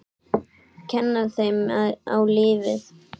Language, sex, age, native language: Icelandic, male, 8, Icelandic